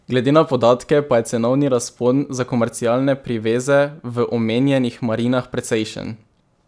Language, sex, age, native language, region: Slovenian, male, 18-29, Slovenian, Drava region